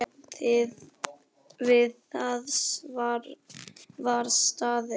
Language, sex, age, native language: Icelandic, male, 9, Icelandic